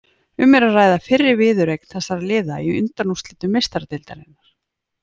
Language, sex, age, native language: Icelandic, female, 40-49, Icelandic